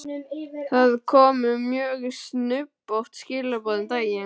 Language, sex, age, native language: Icelandic, male, 12, Icelandic